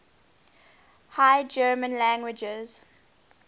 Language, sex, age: English, female, 20